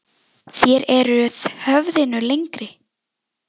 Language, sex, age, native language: Icelandic, female, 10, Icelandic